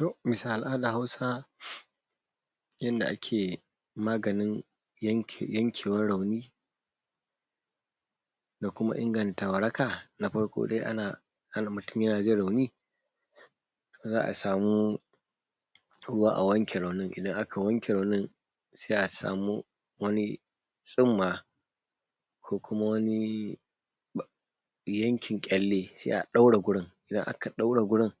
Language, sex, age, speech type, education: Hausa, male, 30-45, spontaneous, secondary